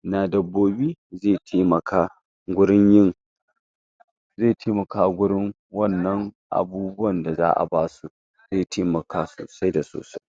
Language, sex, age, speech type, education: Hausa, female, 60+, spontaneous, secondary